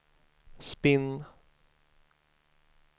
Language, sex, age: Swedish, male, 23